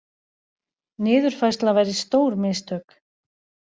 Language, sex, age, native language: Icelandic, female, 40-49, Icelandic